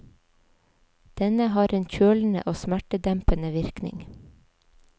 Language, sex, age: Norwegian, female, 37